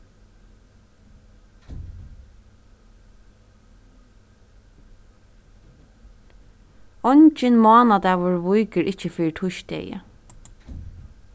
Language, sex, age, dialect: Faroese, female, 15-35, Suðurstreymoy